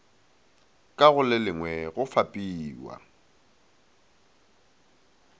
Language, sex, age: Northern Sotho, male, 19